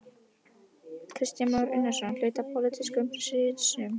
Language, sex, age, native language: Icelandic, female, 12, Icelandic